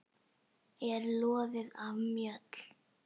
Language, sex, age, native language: Icelandic, female, 8, Icelandic